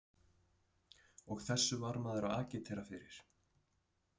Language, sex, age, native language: Icelandic, male, 30-39, Icelandic